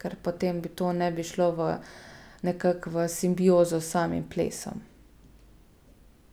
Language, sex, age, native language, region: Slovenian, female, 30-49, Slovenian, Gorica region